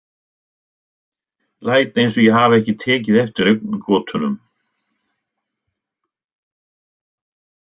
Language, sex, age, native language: Icelandic, male, 60-69, Icelandic